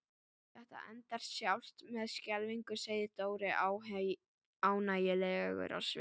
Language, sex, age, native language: Icelandic, female, 11, Icelandic